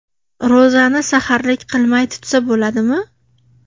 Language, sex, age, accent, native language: Uzbek, female, 18-24, Namangan, Uzbek